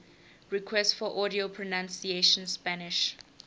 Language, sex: English, female